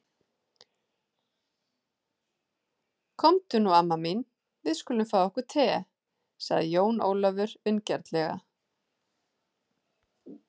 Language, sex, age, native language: Icelandic, female, 30-39, Icelandic